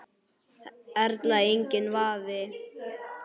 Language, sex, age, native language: Icelandic, male, 9, Icelandic